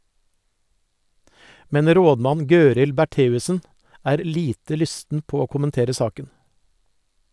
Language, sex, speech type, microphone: Norwegian, male, read, Sennheiser